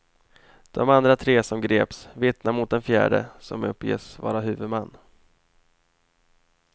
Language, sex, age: Swedish, male, 28